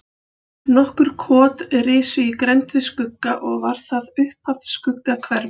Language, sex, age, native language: Icelandic, female, 40-49, Icelandic